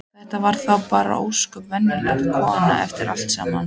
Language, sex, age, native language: Icelandic, female, 14, Icelandic